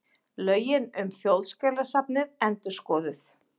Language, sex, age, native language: Icelandic, female, 40-49, Icelandic